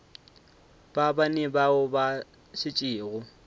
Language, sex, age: Northern Sotho, male, 25